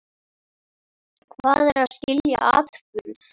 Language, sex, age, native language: Icelandic, male, 9, Icelandic